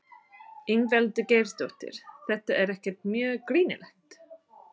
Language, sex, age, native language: Icelandic, female, 30-39, English